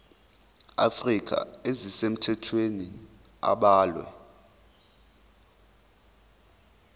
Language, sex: Zulu, male